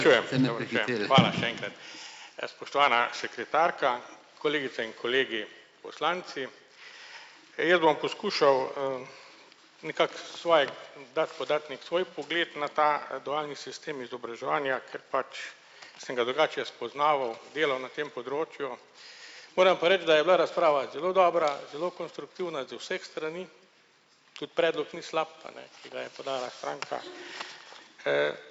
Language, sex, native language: Slovenian, male, Slovenian